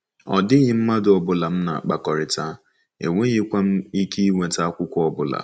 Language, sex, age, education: Igbo, male, 15-29, secondary